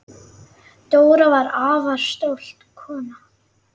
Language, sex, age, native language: Icelandic, female, 9, Icelandic